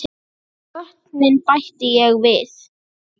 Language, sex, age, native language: Icelandic, male, 8, Icelandic